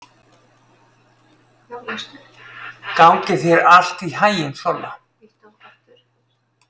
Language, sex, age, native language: Icelandic, male, 30-39, Icelandic